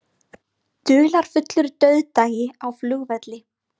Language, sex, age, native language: Icelandic, female, 20-29, Icelandic